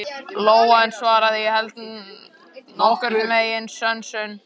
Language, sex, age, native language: Icelandic, male, 14, Icelandic